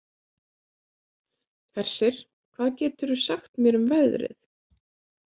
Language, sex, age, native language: Icelandic, female, 20-29, Icelandic